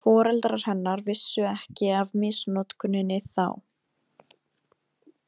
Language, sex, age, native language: Icelandic, female, 20-29, Icelandic